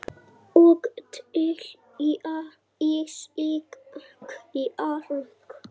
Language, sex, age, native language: Icelandic, male, 6, Icelandic